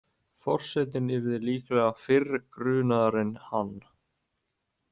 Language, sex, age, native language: Icelandic, male, 18-19, Icelandic